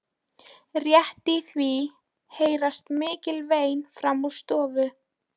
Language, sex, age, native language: Icelandic, female, 13, Polish